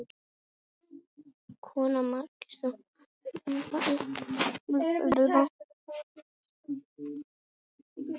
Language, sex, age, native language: Icelandic, female, 18-19, Icelandic